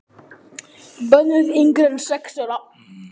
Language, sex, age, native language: Icelandic, male, 10, Icelandic